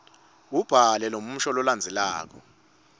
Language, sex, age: Swati, male, 25